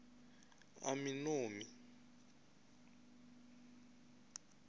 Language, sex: Venda, male